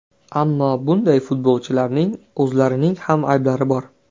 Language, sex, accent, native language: Uzbek, male, Andijon, Uzbek